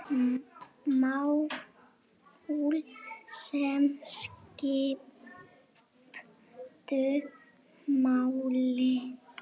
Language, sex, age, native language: Icelandic, male, 7, Icelandic